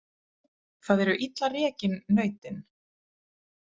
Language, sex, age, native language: Icelandic, female, 30-39, Icelandic